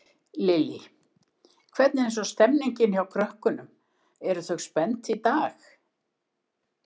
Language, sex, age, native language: Icelandic, female, 70-79, Icelandic